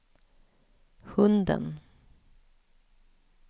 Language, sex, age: Swedish, female, 41